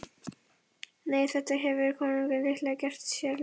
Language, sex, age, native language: Icelandic, female, 11, Icelandic